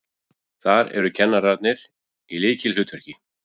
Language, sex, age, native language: Icelandic, female, 40-49, Icelandic